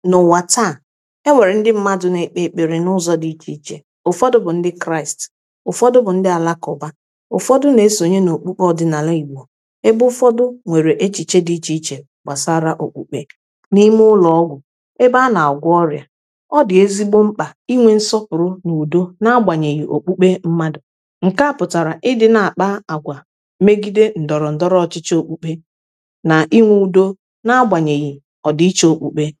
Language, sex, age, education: Igbo, female, 30-45, tertiary